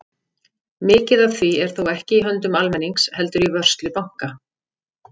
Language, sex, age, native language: Icelandic, female, 50-59, Icelandic